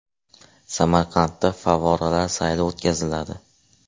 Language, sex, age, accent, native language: Uzbek, male, 18-24, Andijon, Uzbek